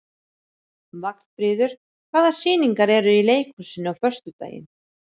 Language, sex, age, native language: Icelandic, female, 30-39, Icelandic